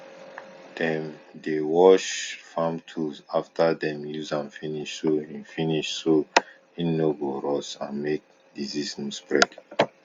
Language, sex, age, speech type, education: Nigerian Pidgin, male, 15-29, spontaneous, tertiary